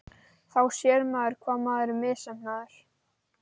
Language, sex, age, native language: Icelandic, male, 12, Icelandic